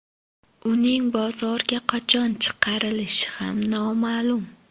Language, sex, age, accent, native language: Uzbek, female, 25-34, Toshkent shahri, Uzbek